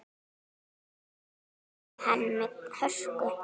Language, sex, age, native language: Icelandic, female, 9, Icelandic